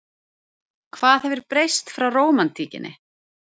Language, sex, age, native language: Icelandic, female, 30-39, Icelandic